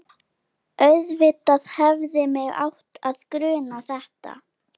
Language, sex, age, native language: Icelandic, female, 11, Icelandic